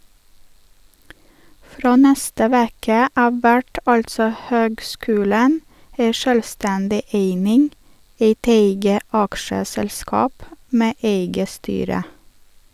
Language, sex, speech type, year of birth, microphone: Norwegian, female, read, 1983, Sennheiser